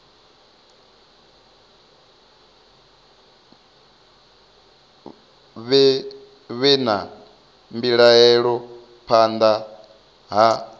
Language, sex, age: Venda, male, 25